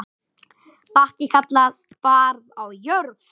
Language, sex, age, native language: Icelandic, male, 10, Icelandic